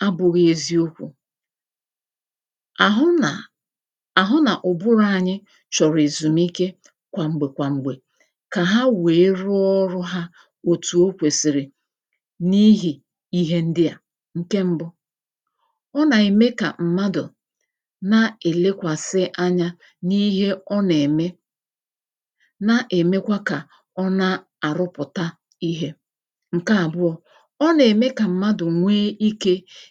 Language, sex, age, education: Igbo, female, 30-45, tertiary